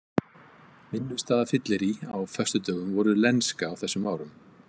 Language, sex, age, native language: Icelandic, male, 50-59, Icelandic